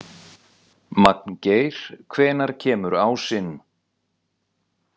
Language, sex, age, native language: Icelandic, male, 40-49, Icelandic